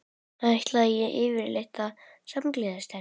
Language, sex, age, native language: Icelandic, female, 11, Icelandic